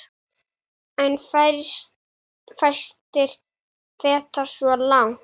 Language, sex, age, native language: Icelandic, female, 8, Icelandic